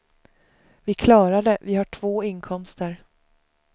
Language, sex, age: Swedish, female, 35